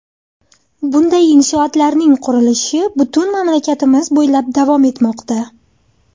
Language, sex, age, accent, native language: Uzbek, female, 19-29, Andijon, Uzbek